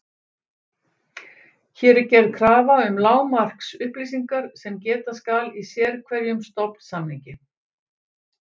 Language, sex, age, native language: Icelandic, female, 60-69, Icelandic